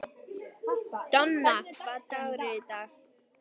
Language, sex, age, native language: Icelandic, female, 11, Icelandic